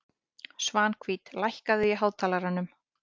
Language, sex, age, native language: Icelandic, female, 18-19, Icelandic